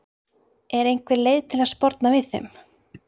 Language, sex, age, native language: Icelandic, female, 30-39, Icelandic